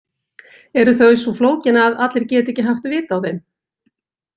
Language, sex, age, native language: Icelandic, female, 20-29, Icelandic